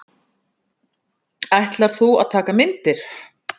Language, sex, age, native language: Icelandic, female, 10, Icelandic